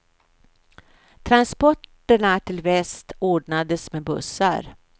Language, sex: Swedish, female